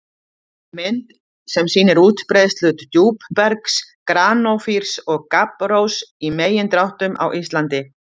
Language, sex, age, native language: Icelandic, female, 50-59, Icelandic